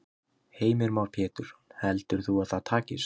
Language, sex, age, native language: Icelandic, male, 20-29, Icelandic